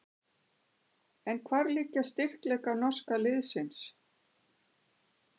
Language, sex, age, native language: Icelandic, female, 60-69, Icelandic